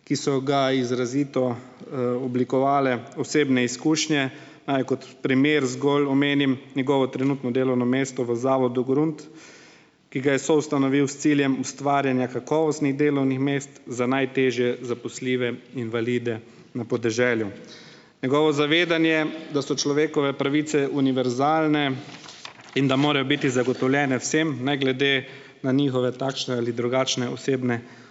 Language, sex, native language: Slovenian, male, Slovenian